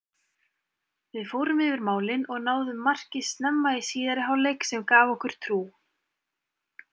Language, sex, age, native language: Icelandic, female, 20-29, Icelandic